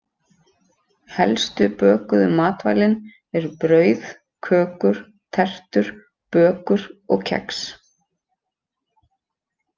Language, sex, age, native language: Icelandic, female, 30-39, Icelandic